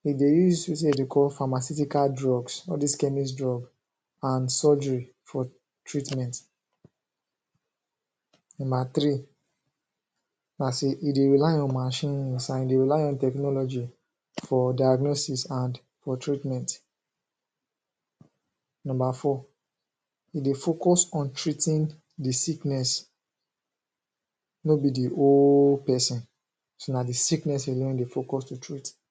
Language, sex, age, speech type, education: Nigerian Pidgin, male, 15-29, spontaneous, secondary